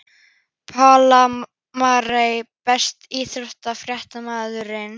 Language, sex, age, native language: Icelandic, female, 13, Icelandic